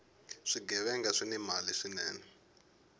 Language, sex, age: Tsonga, male, 21